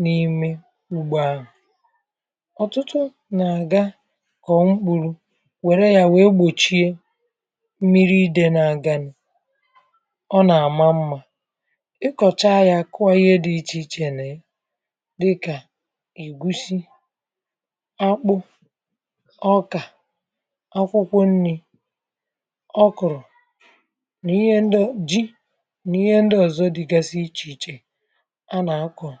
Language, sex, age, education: Igbo, female, 30-45, primary